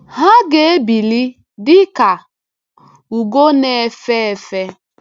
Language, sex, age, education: Igbo, female, 15-29, tertiary